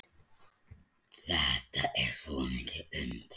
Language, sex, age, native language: Icelandic, male, 10, Icelandic